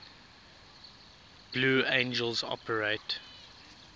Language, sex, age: English, male, 22